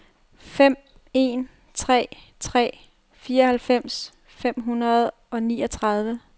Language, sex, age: Danish, female, 30